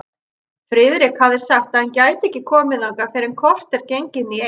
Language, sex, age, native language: Icelandic, female, 30-39, Icelandic